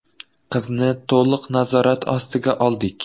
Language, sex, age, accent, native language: Uzbek, male, 12-17, Toshkent viloyati, Uzbek